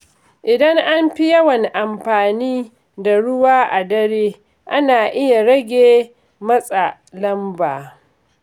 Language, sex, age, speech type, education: Hausa, female, 46-60, read, secondary